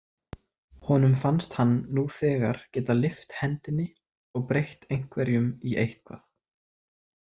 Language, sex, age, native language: Icelandic, male, 20-29, Icelandic